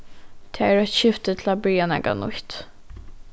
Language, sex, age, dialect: Faroese, female, 15-35, Norðuroyggjar